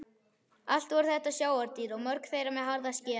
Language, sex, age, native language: Icelandic, male, 11, Icelandic